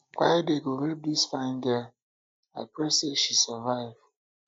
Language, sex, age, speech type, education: Nigerian Pidgin, male, 15-29, spontaneous, tertiary